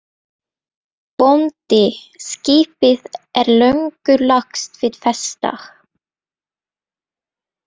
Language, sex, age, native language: Icelandic, female, 20-29, Norwegian